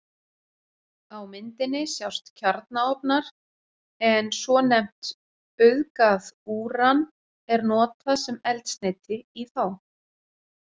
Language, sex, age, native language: Icelandic, female, 40-49, Icelandic